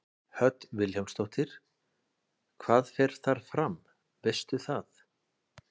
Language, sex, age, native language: Icelandic, male, 40-49, Icelandic